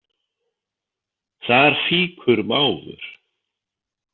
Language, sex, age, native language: Icelandic, male, 50-59, Icelandic